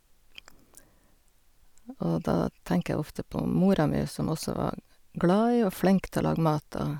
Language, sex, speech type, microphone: Norwegian, female, spontaneous, Sennheiser